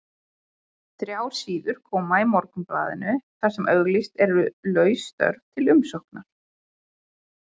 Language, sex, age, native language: Icelandic, female, 20-29, Icelandic